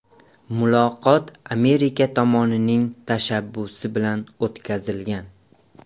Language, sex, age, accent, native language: Uzbek, male, 18-24, Andijon, Uzbek